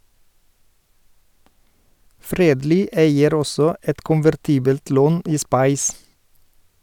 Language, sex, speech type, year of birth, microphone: Norwegian, male, read, 1972, Sennheiser